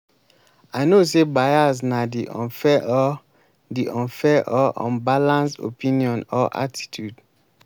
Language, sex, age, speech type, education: Nigerian Pidgin, male, 15-29, spontaneous, tertiary